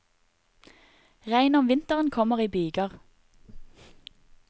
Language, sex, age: Norwegian, female, 30